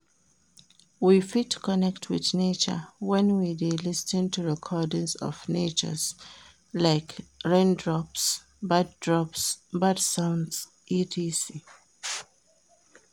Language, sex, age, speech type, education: Nigerian Pidgin, female, 30-45, read, primary